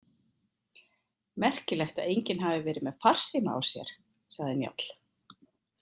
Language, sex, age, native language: Icelandic, female, 50-59, Icelandic